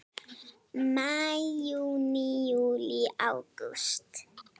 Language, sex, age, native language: Icelandic, female, 9, Icelandic